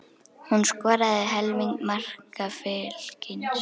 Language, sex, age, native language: Icelandic, female, 10, Icelandic